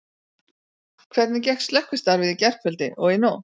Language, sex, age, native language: Icelandic, female, 40-49, Icelandic